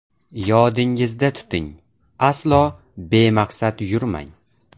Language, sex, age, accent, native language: Uzbek, male, 18-24, Namangan, Uzbek